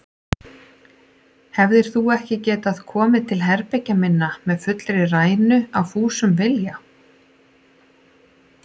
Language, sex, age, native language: Icelandic, female, 40-49, Icelandic